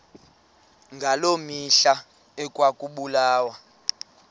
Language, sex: Xhosa, male